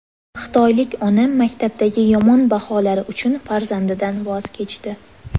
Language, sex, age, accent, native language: Uzbek, female, 18-24, Toshkent shahri, Uzbek